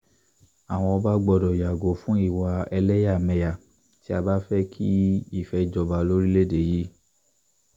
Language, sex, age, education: Yoruba, male, 15-29, tertiary